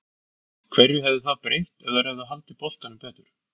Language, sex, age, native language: Icelandic, male, 40-49, Icelandic